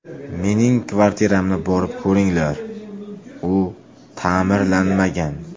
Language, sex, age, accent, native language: Uzbek, male, 25-34, Farg'ona, Uzbek